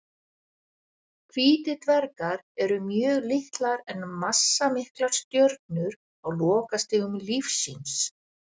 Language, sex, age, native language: Icelandic, female, 60-69, Icelandic